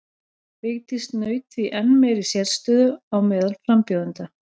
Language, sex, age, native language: Icelandic, female, 40-49, Icelandic